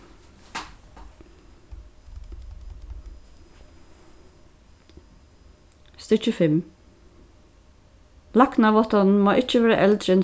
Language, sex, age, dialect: Faroese, female, 36-60, Suðurstreymoy